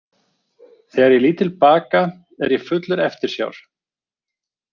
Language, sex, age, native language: Icelandic, male, 40-49, Icelandic